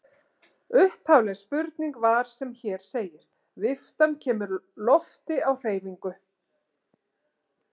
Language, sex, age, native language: Icelandic, female, 40-49, Icelandic